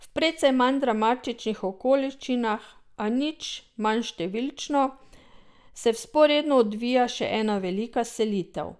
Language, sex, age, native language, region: Slovenian, female, 50-59, Slovenian, Drava region